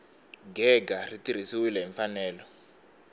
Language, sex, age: Tsonga, male, 21